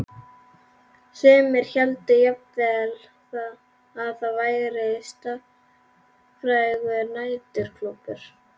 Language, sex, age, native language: Icelandic, female, 11, Icelandic